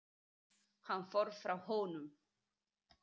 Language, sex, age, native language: Icelandic, female, 30-39, Icelandic